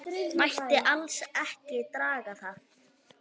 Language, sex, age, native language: Icelandic, female, 9, Icelandic